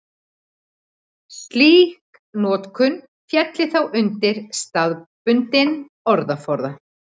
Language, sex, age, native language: Icelandic, female, 40-49, Icelandic